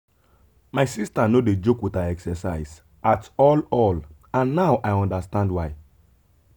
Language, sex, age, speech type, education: Nigerian Pidgin, male, 30-45, spontaneous, tertiary